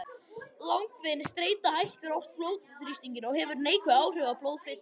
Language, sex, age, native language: Icelandic, male, 21, Icelandic